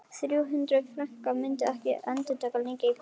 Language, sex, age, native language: Icelandic, female, 11, Icelandic